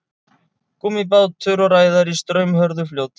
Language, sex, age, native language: Icelandic, male, 30-39, Icelandic